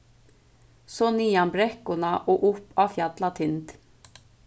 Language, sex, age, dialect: Faroese, female, 15-35, Suðurstreymoy